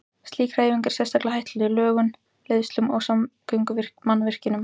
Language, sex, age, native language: Icelandic, female, 18-19, Icelandic